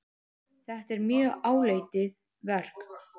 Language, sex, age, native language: Icelandic, female, 8, Icelandic